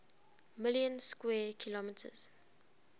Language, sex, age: English, female, 20